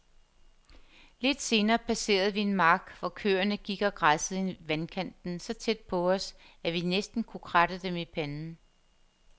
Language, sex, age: Danish, female, 50